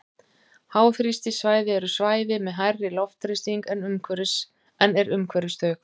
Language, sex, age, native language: Icelandic, female, 50-59, Icelandic